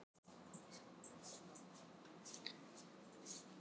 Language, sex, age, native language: Icelandic, female, 6, Icelandic